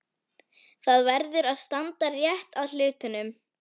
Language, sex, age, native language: Icelandic, female, 11, Icelandic